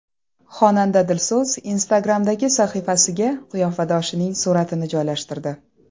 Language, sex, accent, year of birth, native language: Uzbek, female, Toshkent shahri, 1994, Uzbek